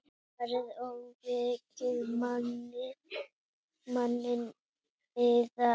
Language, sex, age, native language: Icelandic, female, 7, Icelandic